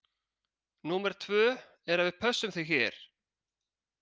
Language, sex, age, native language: Icelandic, male, 30-39, Icelandic